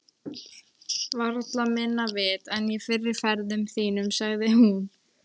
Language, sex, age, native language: Icelandic, female, 13, Icelandic